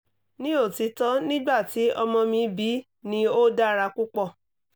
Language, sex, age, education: Yoruba, female, 30-45, tertiary